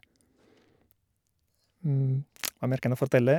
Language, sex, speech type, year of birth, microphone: Norwegian, male, spontaneous, 1972, Shure